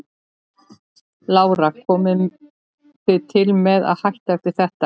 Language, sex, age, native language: Icelandic, female, 13, Icelandic